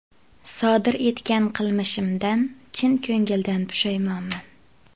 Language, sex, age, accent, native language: Uzbek, female, 25-34, Farg'ona, Uzbek